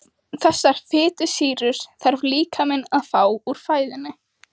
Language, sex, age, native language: Icelandic, female, 18-19, Icelandic